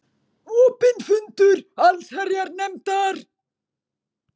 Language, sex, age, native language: Icelandic, female, 40-49, Icelandic